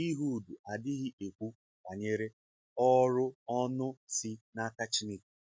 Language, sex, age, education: Igbo, male, 15-29, tertiary